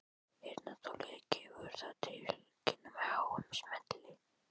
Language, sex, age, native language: Icelandic, male, 12, Icelandic